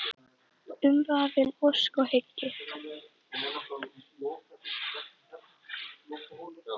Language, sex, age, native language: Icelandic, female, 10, Icelandic